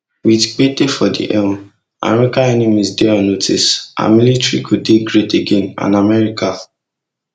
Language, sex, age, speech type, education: Nigerian Pidgin, male, 15-29, spontaneous, tertiary